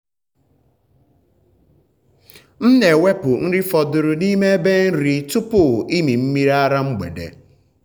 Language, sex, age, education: Igbo, male, 15-29, tertiary